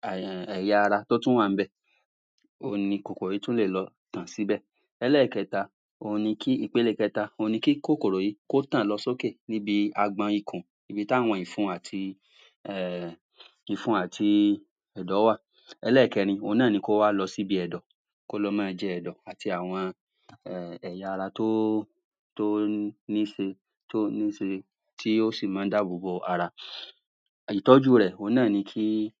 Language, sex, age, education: Yoruba, male, 46-60, tertiary